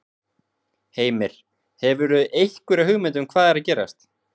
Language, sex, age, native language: Icelandic, male, 20-29, Icelandic